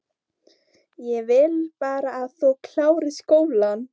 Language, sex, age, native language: Icelandic, female, 14, Icelandic